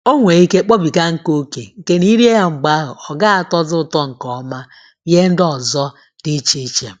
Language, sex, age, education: Igbo, female, 30-45, tertiary